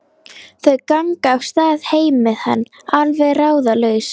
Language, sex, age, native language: Icelandic, female, 11, Icelandic